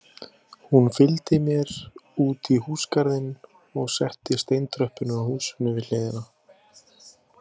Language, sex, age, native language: Icelandic, male, 20-29, Icelandic